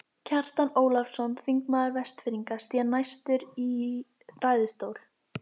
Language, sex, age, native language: Icelandic, female, 12, Icelandic